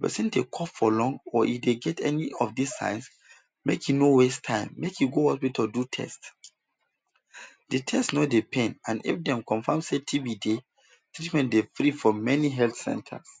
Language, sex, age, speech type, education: Nigerian Pidgin, male, 15-29, spontaneous, tertiary